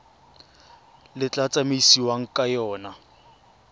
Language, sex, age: Tswana, male, 23